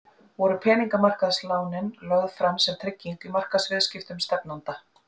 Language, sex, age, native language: Icelandic, female, 40-49, Icelandic